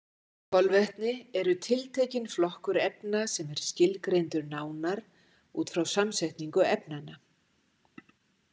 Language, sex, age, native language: Icelandic, female, 60-69, Icelandic